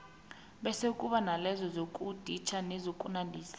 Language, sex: South Ndebele, female